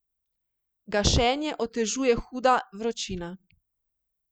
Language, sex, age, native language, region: Slovenian, female, 30-49, Slovenian, Primorsko-notranjska region